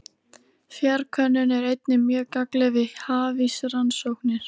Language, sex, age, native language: Icelandic, female, 13, Icelandic